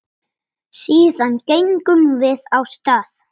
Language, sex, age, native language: Icelandic, male, 8, Icelandic